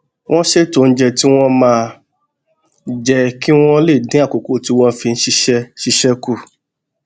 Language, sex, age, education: Yoruba, male, 30-45, tertiary